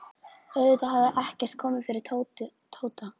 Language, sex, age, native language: Icelandic, female, 14, Icelandic